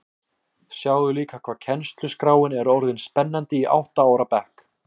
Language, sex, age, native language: Icelandic, male, 18-19, Icelandic